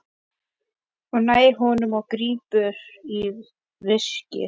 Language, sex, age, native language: Icelandic, male, 11, Icelandic